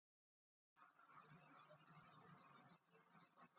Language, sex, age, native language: Icelandic, female, 40-49, Icelandic